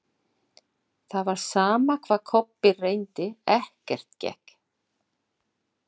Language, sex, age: Icelandic, female, 60-69